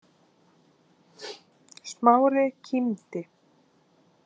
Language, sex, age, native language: Icelandic, female, 30-39, Icelandic